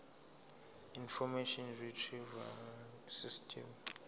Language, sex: Zulu, male